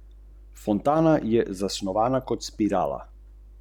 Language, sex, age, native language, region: Slovenian, male, 30-49, Slovenian, Central Slovenia